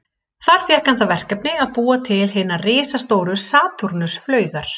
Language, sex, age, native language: Icelandic, female, 30-39, Icelandic